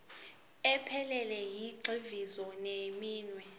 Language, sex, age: Zulu, female, 18